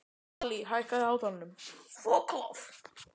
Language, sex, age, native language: Icelandic, male, 12, Icelandic